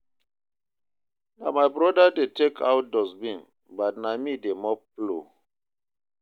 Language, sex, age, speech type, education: Nigerian Pidgin, male, 30-45, read, tertiary